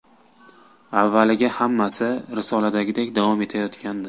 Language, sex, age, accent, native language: Uzbek, male, 19-29, Qashqadaryo, Uzbek